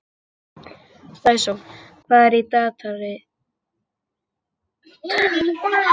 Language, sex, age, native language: Icelandic, female, 50-59, Icelandic